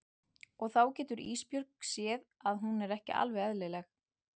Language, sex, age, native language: Icelandic, female, 40-49, Icelandic